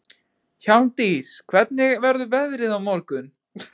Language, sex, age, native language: Icelandic, male, 20-29, Icelandic